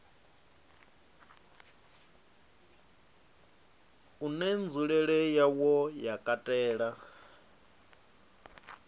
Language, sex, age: Venda, male, 37